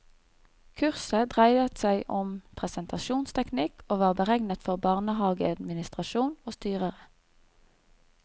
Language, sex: Norwegian, female